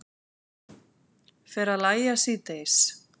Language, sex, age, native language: Icelandic, female, 40-49, Icelandic